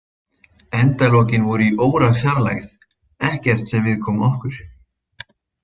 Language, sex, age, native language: Icelandic, male, 20-29, Icelandic